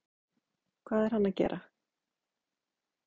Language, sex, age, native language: Icelandic, female, 8, Icelandic